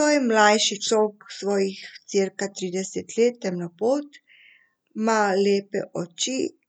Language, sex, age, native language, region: Slovenian, female, 50-59, Serbian, Central Slovenia